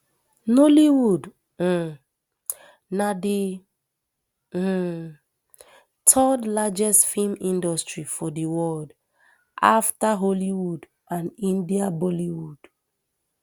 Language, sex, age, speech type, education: Nigerian Pidgin, female, 30-45, spontaneous, tertiary